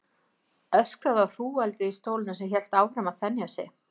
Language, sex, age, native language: Icelandic, female, 50-59, Icelandic